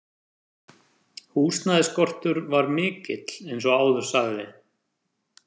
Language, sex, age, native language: Icelandic, male, 30-39, French